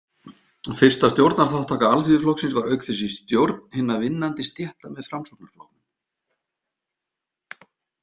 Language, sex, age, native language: Icelandic, male, 50-59, Icelandic